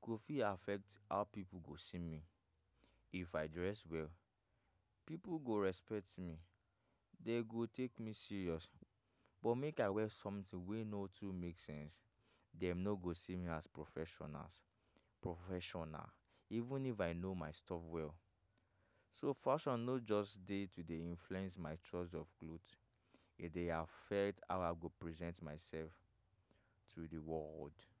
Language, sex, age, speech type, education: Nigerian Pidgin, male, 15-29, spontaneous, tertiary